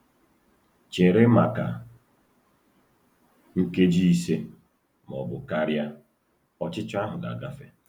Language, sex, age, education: Igbo, male, 30-45, tertiary